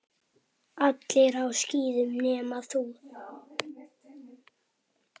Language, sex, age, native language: Icelandic, male, 7, Icelandic